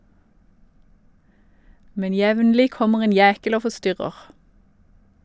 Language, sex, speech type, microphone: Norwegian, female, read, Shure